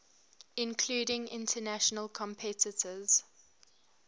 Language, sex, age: English, female, 23